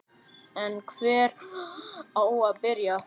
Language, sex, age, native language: Icelandic, male, 9, Icelandic